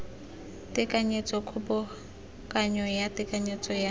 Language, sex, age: Tswana, female, 19